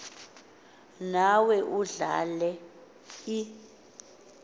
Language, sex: Xhosa, female